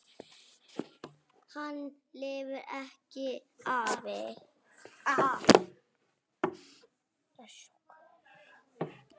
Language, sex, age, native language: Icelandic, female, 9, Icelandic